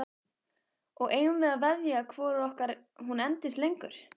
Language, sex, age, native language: Icelandic, female, 15, Icelandic